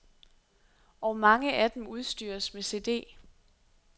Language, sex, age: Danish, female, 23